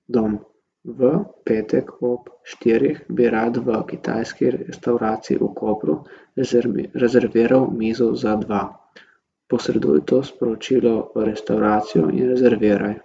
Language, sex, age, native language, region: Slovenian, male, 18-29, Slovenian, Gorica region